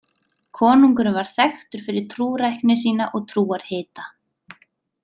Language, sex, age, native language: Icelandic, female, 30-39, Icelandic